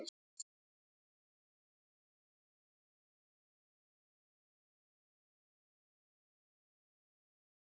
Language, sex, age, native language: Icelandic, male, 9, Icelandic